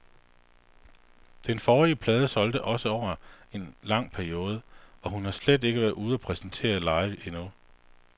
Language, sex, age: Danish, male, 48